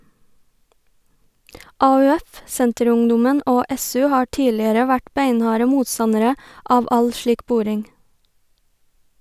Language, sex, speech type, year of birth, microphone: Norwegian, female, read, 1990, Sennheiser